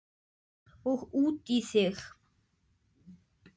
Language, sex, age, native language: Icelandic, male, 9, Icelandic